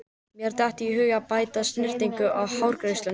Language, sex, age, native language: Icelandic, male, 13, Icelandic